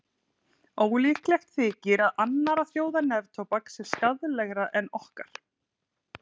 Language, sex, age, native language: Icelandic, female, 30-39, Icelandic